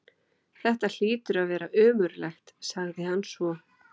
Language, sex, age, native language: Icelandic, female, 12, Icelandic